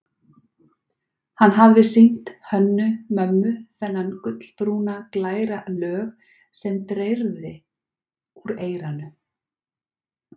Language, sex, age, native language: Icelandic, female, 40-49, Icelandic